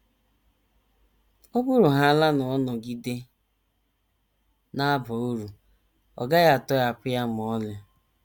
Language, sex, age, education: Igbo, female, 30-45, tertiary